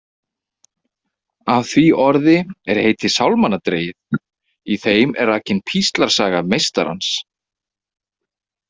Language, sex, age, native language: Icelandic, male, 30-39, Icelandic